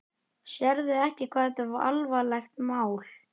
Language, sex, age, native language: Icelandic, male, 11, Icelandic